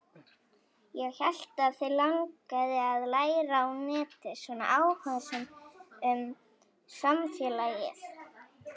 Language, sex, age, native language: Icelandic, female, 18-19, Icelandic